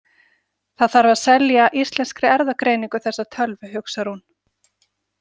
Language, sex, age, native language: Icelandic, female, 40-49, Icelandic